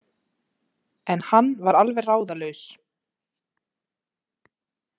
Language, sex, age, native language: Icelandic, female, 20-29, Icelandic